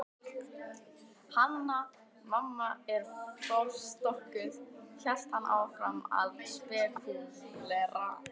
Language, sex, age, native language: Icelandic, female, 12, Icelandic